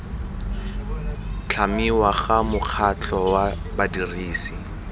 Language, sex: Tswana, male